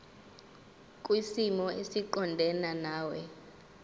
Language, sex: Zulu, female